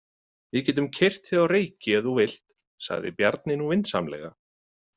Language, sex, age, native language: Icelandic, male, 30-39, Icelandic